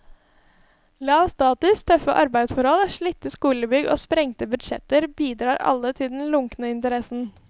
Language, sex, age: Norwegian, female, 20